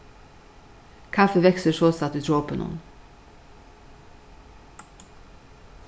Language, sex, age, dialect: Faroese, female, 61+, Suðurstreymoy